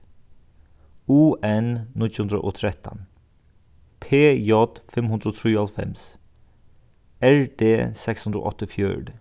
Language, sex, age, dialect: Faroese, male, 36-60, Sandoy